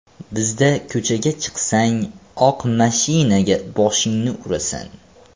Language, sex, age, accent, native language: Uzbek, male, 18-24, Farg'ona, Uzbek